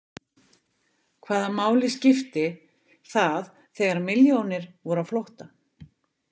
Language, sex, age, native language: Icelandic, female, 50-59, Icelandic